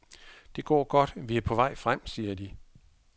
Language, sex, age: Danish, male, 41